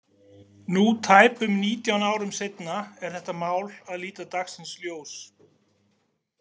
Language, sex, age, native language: Icelandic, male, 40-49, Icelandic